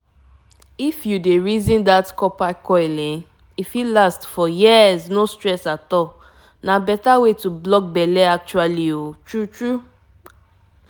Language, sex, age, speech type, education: Nigerian Pidgin, female, 15-29, spontaneous, tertiary